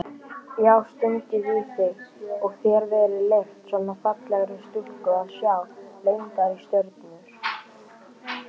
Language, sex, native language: Icelandic, male, Icelandic